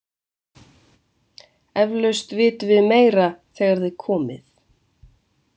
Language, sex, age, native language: Icelandic, female, 20-29, Icelandic